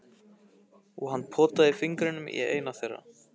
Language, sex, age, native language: Icelandic, male, 15, Icelandic